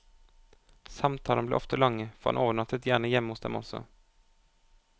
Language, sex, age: Norwegian, male, 25